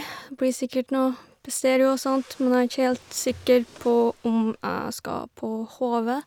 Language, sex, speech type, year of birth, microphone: Norwegian, female, spontaneous, 1990, Shure